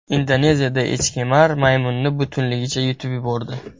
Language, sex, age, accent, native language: Uzbek, male, 18-24, Buxoro, Uzbek